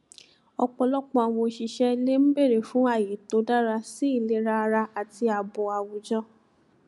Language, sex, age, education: Yoruba, female, 15-29, tertiary